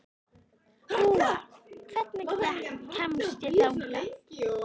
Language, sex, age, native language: Icelandic, female, 13, Icelandic